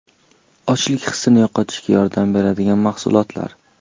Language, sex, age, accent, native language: Uzbek, male, 18-24, Toshkent shahri, Uzbek